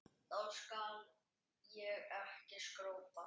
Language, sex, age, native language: Icelandic, male, 10, Icelandic